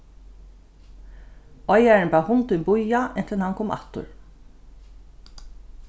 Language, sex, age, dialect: Faroese, female, 36-60, Norðurstreymoy/Eysturoy